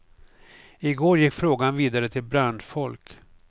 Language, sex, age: Swedish, male, 49